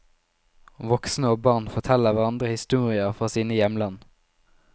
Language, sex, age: Norwegian, male, 19